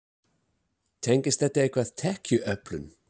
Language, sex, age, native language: Icelandic, male, 30-39, English